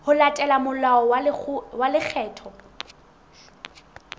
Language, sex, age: Southern Sotho, female, 20